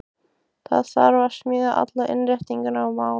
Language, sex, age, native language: Icelandic, female, 15, Icelandic